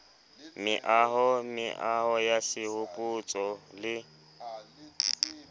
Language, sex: Southern Sotho, male